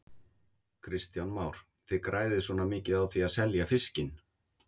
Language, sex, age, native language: Icelandic, male, 50-59, Icelandic